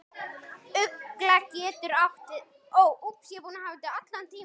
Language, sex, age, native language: Icelandic, female, 10, Icelandic